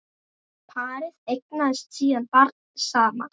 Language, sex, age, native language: Icelandic, male, 8, Icelandic